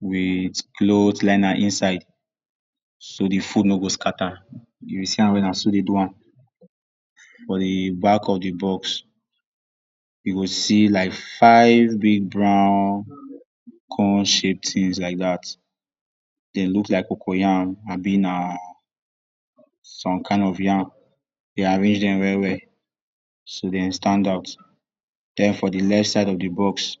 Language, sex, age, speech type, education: Nigerian Pidgin, male, 46-60, spontaneous, tertiary